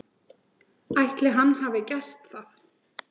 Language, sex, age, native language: Icelandic, male, 10, Icelandic